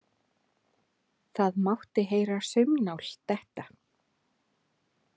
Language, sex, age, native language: Icelandic, female, 30-39, Icelandic